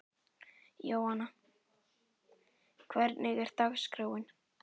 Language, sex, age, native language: Icelandic, male, 11, Icelandic